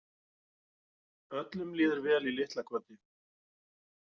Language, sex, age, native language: Icelandic, male, 40-49, Icelandic